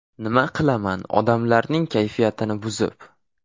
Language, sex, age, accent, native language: Uzbek, male, 18-24, Farg'ona, Uzbek